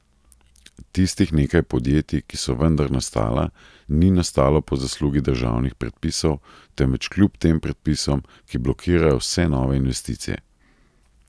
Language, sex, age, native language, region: Slovenian, male, 30-49, Slovenian, Central Slovenia